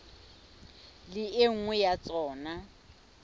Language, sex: Southern Sotho, female